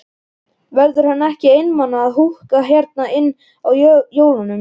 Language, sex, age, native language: Icelandic, male, 11, Icelandic